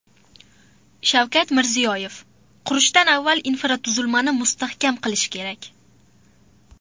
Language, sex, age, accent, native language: Uzbek, female, under 19, Farg'ona, Uzbek